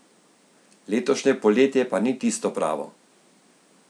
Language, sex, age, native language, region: Slovenian, male, 50-59, Slovenian, Central Slovenia